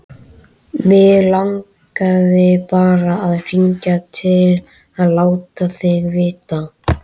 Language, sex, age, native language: Icelandic, male, 13, Icelandic